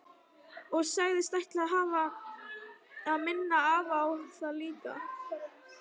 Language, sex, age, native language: Icelandic, female, 11, Icelandic